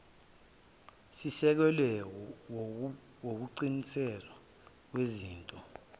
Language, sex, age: Zulu, male, 23